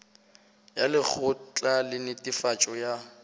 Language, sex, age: Northern Sotho, male, 18